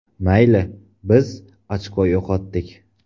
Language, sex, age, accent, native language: Uzbek, male, 18-24, Qoraqalpog'iston, Uzbek